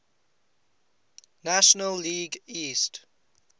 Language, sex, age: English, male, 20